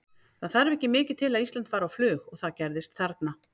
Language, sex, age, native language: Icelandic, female, 50-59, Icelandic